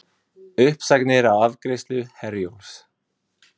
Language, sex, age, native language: Icelandic, male, 20-29, Icelandic